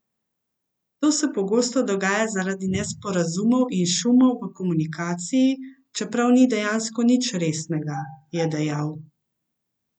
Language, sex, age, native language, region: Slovenian, female, 50-59, Slovenian, Central Slovenia